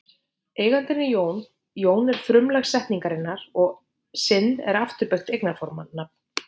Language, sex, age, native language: Icelandic, female, 50-59, Icelandic